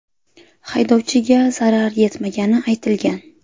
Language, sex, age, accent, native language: Uzbek, female, 18-24, Sirdaryo, Uzbek